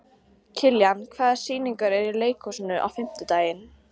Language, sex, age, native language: Icelandic, female, 40-49, Icelandic